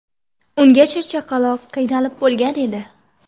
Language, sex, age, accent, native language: Uzbek, female, under 19, Xorazm, Uzbek